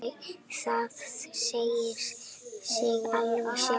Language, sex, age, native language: Icelandic, female, 8, Icelandic